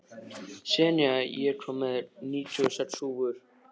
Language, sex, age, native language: Icelandic, male, 13, Icelandic